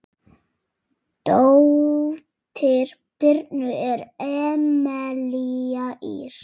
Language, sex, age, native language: Icelandic, female, 8, Icelandic